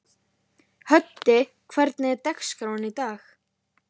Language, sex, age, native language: Icelandic, female, 11, Icelandic